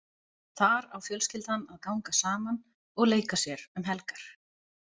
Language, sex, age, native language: Icelandic, other, 40-49, Icelandic